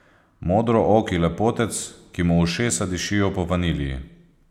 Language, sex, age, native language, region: Slovenian, male, 30-49, Slovenian, Posavska region